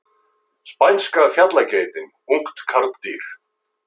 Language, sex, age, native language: Icelandic, male, 50-59, Icelandic